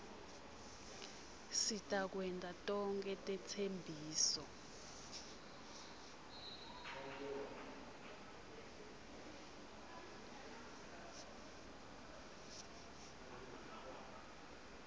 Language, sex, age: Swati, female, 22